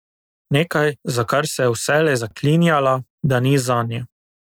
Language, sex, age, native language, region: Slovenian, male, 18-29, Slovenian, Drava region